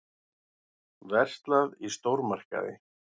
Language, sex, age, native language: Icelandic, male, 40-49, Icelandic